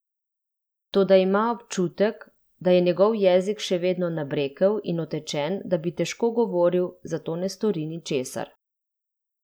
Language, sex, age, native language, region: Slovenian, female, 30-49, Slovenian, Central Slovenia